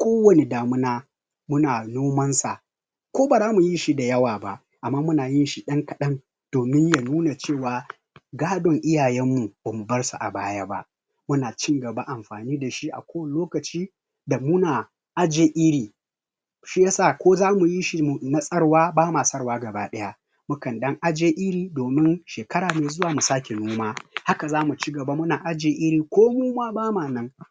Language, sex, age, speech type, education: Hausa, male, 30-45, spontaneous, tertiary